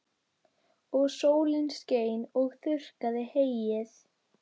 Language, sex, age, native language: Icelandic, female, 12, Icelandic